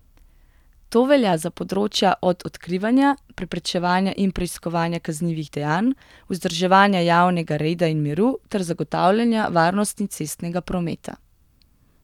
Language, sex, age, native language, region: Slovenian, female, 18-29, Slovenian, Gorenjska region